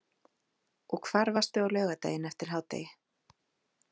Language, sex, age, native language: Icelandic, female, 30-39, Icelandic